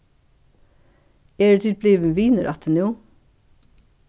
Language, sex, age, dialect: Faroese, female, 61+, Suðurstreymoy